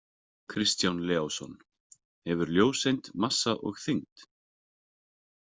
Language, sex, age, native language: Icelandic, male, 30-39, Icelandic